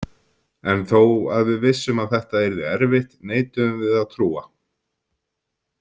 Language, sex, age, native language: Icelandic, male, 50-59, Icelandic